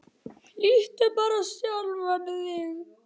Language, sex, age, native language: Icelandic, male, 8, Icelandic